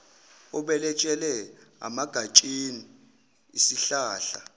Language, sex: Zulu, male